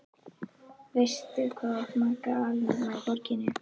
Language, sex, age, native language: Icelandic, female, 11, Icelandic